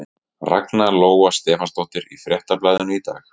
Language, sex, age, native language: Icelandic, male, 30-39, Icelandic